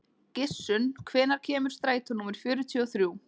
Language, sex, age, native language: Icelandic, female, 20-29, Icelandic